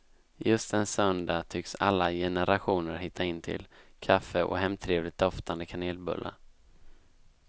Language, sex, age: Swedish, male, 19